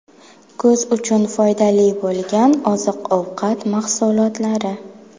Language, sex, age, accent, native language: Uzbek, female, 19-29, Buxoro, Uzbek